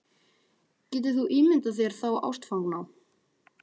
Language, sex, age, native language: Icelandic, male, 14, Icelandic